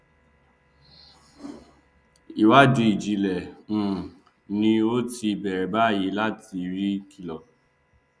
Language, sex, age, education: Yoruba, male, 15-29, tertiary